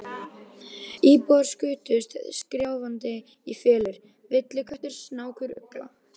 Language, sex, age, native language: Icelandic, female, 12, Icelandic